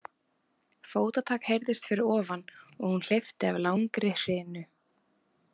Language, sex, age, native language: Icelandic, female, 20-29, Icelandic